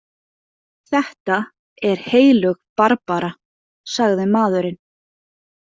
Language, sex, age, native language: Icelandic, female, 20-29, Icelandic